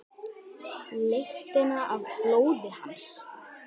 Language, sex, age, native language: Icelandic, female, 10, Icelandic